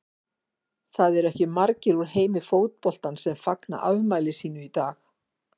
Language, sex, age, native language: Icelandic, female, 50-59, Icelandic